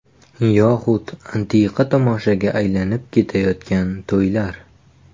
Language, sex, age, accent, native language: Uzbek, male, 18-24, Farg'ona, Uzbek